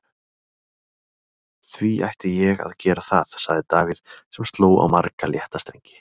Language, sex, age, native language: Icelandic, male, 30-39, Icelandic